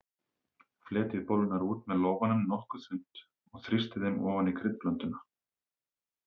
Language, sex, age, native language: Icelandic, male, 30-39, Icelandic